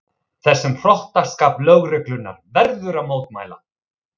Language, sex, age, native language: Icelandic, male, 30-39, Icelandic